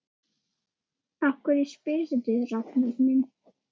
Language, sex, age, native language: Icelandic, female, 6, Icelandic